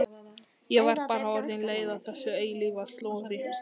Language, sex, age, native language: Icelandic, male, 11, Icelandic